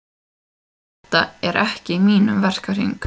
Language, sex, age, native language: Icelandic, female, 18-19, Icelandic